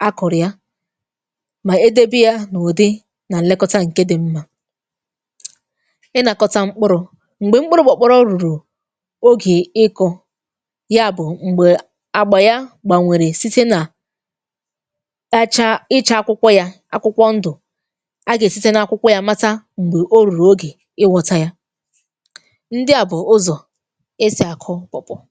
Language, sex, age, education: Igbo, female, 15-29, tertiary